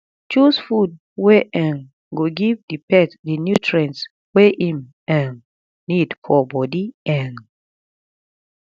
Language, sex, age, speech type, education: Nigerian Pidgin, female, 30-45, spontaneous, tertiary